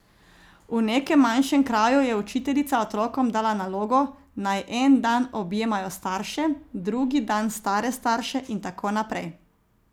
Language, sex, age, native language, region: Slovenian, female, 30-49, Slovenian, Zasavska region